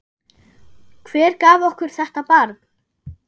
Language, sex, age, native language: Icelandic, female, 10, German